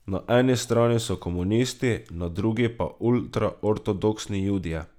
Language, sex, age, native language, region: Slovenian, male, 18-29, Slovenian, Drava region